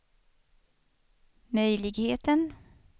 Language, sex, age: Swedish, female, 56